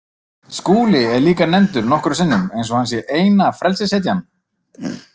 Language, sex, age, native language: Icelandic, male, 30-39, Icelandic